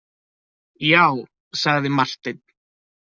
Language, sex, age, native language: Icelandic, male, 20-29, Icelandic